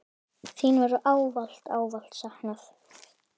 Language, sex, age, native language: Icelandic, female, 10, Icelandic